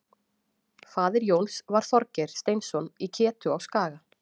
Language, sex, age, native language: Icelandic, female, 40-49, Icelandic